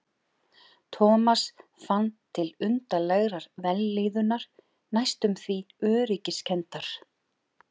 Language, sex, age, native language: Icelandic, male, 11, Icelandic